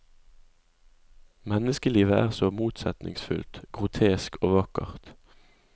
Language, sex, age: Norwegian, male, 20